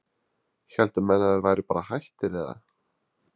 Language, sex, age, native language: Icelandic, male, 20-29, Icelandic